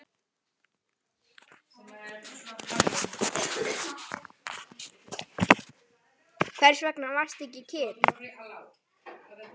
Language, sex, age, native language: Icelandic, male, 9, Icelandic